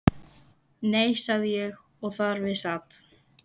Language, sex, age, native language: Icelandic, female, 11, Icelandic